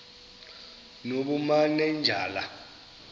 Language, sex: Xhosa, male